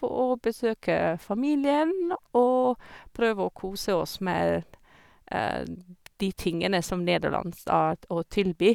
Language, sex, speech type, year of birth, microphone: Norwegian, female, spontaneous, 1978, Sennheiser